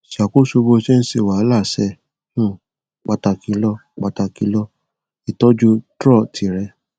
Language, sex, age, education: Yoruba, male, 15-29, tertiary